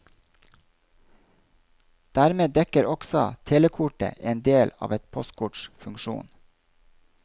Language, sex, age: Norwegian, male, 32